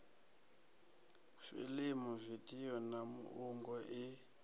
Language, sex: Venda, male